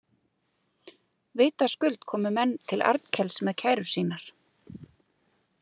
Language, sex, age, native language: Icelandic, female, 30-39, Icelandic